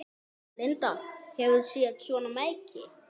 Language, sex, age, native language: Icelandic, male, 9, Icelandic